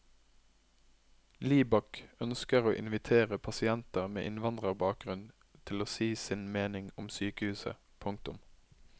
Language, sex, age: Norwegian, male, 21